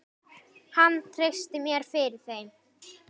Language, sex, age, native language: Icelandic, female, 10, Icelandic